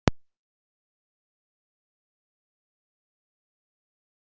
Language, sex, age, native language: Icelandic, female, 40-49, Icelandic